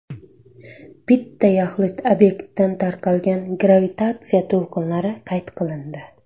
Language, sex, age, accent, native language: Uzbek, female, 19-29, Surxondaryo, Uzbek